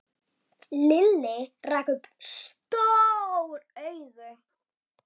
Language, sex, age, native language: Icelandic, female, 7, Icelandic